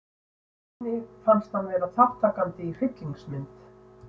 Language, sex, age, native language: Icelandic, female, 60-69, Icelandic